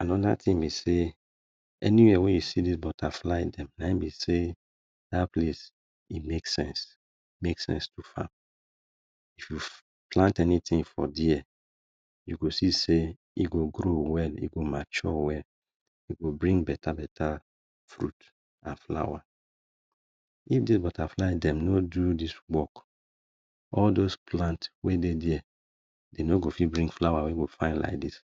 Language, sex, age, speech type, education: Nigerian Pidgin, male, 30-45, spontaneous, tertiary